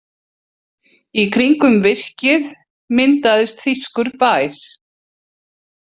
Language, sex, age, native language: Icelandic, female, 40-49, Icelandic